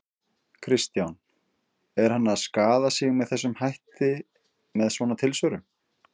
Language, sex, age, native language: Icelandic, male, 50-59, Icelandic